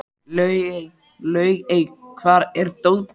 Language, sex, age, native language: Icelandic, male, 13, Icelandic